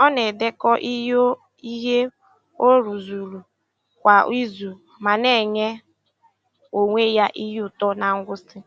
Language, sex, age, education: Igbo, female, 15-29, secondary